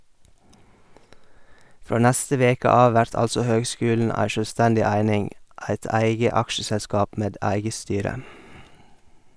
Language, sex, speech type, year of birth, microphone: Norwegian, male, read, 1978, Sennheiser